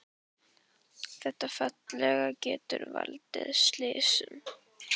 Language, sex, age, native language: Icelandic, female, 18-19, Icelandic